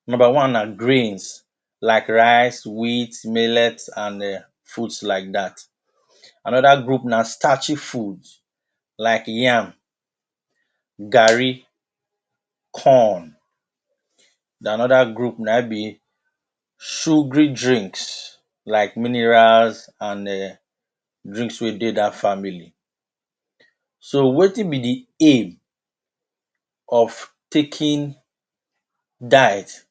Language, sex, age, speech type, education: Nigerian Pidgin, male, 30-45, spontaneous, tertiary